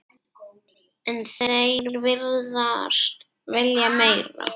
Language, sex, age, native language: Icelandic, male, 8, Icelandic